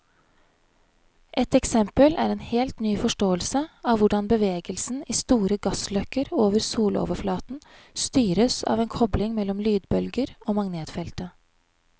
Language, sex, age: Norwegian, female, 31